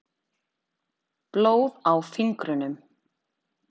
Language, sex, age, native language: Icelandic, female, 30-39, Icelandic